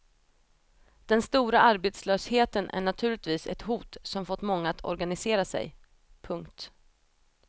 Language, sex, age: Swedish, female, 28